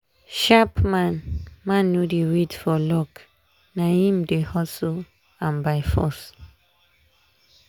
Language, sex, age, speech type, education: Nigerian Pidgin, female, 15-29, spontaneous, tertiary